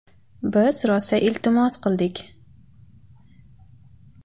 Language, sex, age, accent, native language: Uzbek, female, 18-24, Toshkent shahri, Uzbek